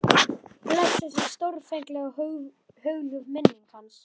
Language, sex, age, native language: Icelandic, male, 11, Icelandic